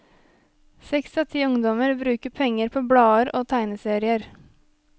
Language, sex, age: Norwegian, female, 23